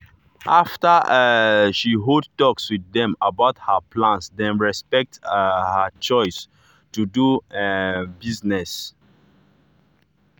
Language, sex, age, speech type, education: Nigerian Pidgin, male, 30-45, spontaneous, tertiary